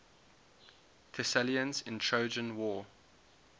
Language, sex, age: English, male, 21